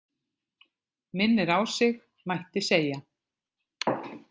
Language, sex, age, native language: Icelandic, female, 50-59, Icelandic